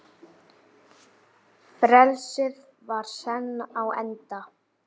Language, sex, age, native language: Icelandic, female, 8, Icelandic